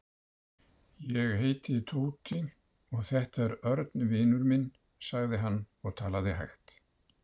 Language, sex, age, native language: Icelandic, male, 70-79, Icelandic